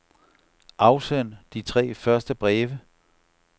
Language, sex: Danish, male